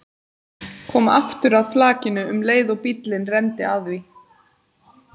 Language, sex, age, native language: Icelandic, female, 30-39, Icelandic